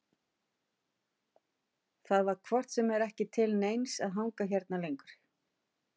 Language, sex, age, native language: Icelandic, female, 50-59, Icelandic